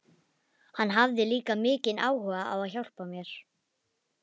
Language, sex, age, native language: Icelandic, female, 11, Icelandic